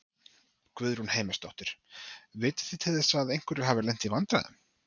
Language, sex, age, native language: Icelandic, male, 30-39, Icelandic